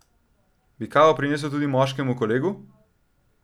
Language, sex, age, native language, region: Slovenian, male, 12-17, Slovenian, Central Slovenia